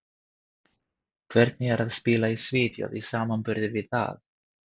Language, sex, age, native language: Icelandic, male, 30-39, Swedish